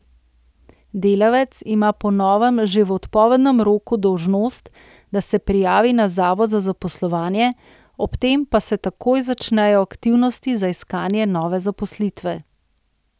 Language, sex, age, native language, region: Slovenian, female, 30-49, Slovenian, Central Slovenia